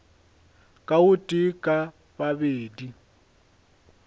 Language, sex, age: Northern Sotho, male, 21